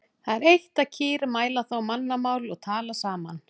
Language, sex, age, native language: Icelandic, female, 40-49, Icelandic